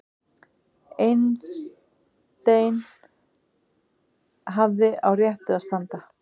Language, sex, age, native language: Icelandic, female, 50-59, Icelandic